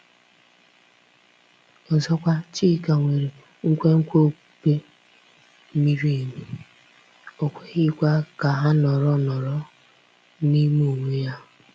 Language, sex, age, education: Igbo, female, 15-29, tertiary